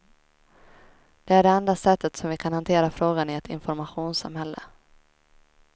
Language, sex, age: Swedish, female, 23